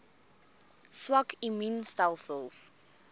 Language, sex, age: Afrikaans, female, 21